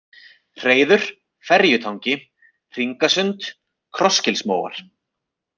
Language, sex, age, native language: Icelandic, male, 30-39, Icelandic